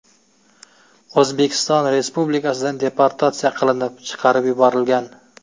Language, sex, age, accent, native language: Uzbek, male, 25-34, Jizzax, Uzbek